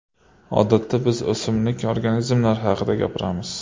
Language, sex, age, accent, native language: Uzbek, male, 25-34, Qashqadaryo, Uzbek